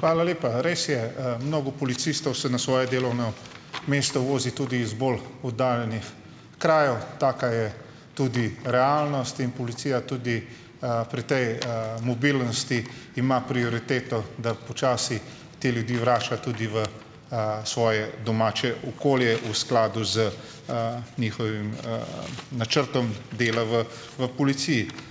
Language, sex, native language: Slovenian, male, Slovenian